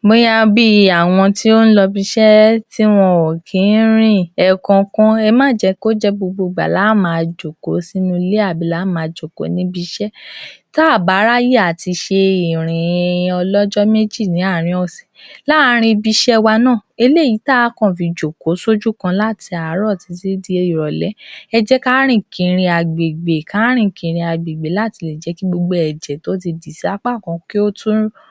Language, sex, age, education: Yoruba, female, 46-60, tertiary